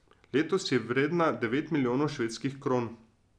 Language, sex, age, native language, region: Slovenian, male, 30-49, Slovenian, Drava region